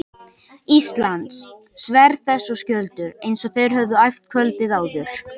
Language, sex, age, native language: Icelandic, male, 18-19, Icelandic